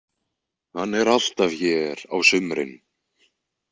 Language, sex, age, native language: Icelandic, male, 20-29, Icelandic